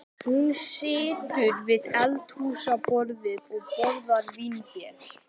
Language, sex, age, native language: Icelandic, male, 11, Icelandic